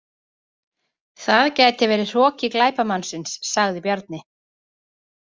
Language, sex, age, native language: Icelandic, female, 30-39, Icelandic